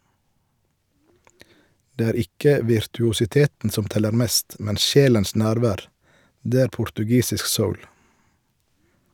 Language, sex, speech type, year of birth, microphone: Norwegian, male, read, 1971, Shure